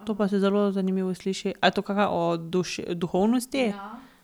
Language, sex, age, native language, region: Slovenian, female, 18-29, Slovenian, Drava region